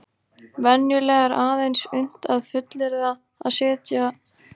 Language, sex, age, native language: Icelandic, female, 18-19, Icelandic